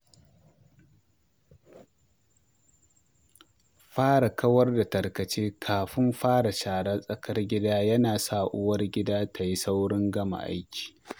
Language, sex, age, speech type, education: Hausa, male, 46-60, read, primary